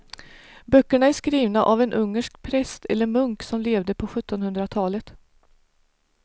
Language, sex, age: Swedish, female, 49